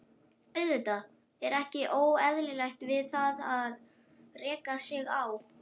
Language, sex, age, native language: Icelandic, male, 11, Icelandic